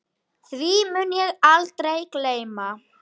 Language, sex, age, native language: Icelandic, female, 9, Icelandic